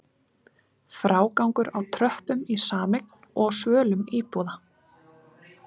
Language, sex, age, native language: Icelandic, female, 20-29, Icelandic